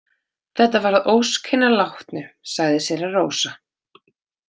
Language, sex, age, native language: Icelandic, female, 30-39, Icelandic